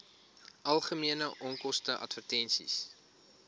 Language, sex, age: Afrikaans, male, 21